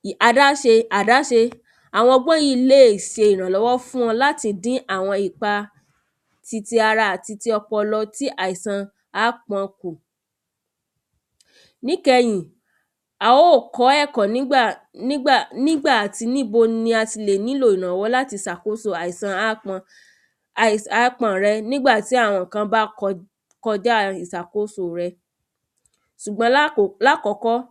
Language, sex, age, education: Yoruba, female, 30-45, tertiary